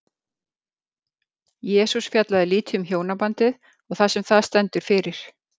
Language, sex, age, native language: Icelandic, female, 50-59, Icelandic